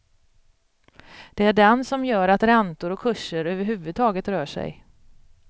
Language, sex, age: Swedish, female, 42